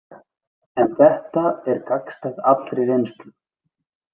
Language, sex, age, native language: Icelandic, male, 20-29, Icelandic